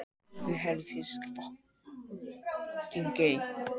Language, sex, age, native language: Icelandic, male, 18-19, Icelandic